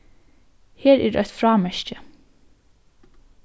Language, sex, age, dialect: Faroese, female, 15-35, Norðurstreymoy/Eysturoy